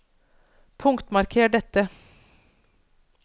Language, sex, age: Norwegian, female, 42